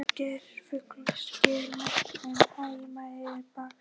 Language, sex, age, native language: Icelandic, female, 12, Icelandic